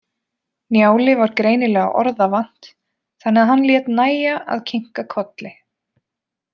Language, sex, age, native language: Icelandic, female, 20-29, Icelandic